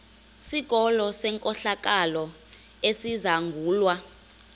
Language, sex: Xhosa, female